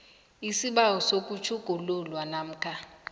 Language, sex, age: South Ndebele, female, 19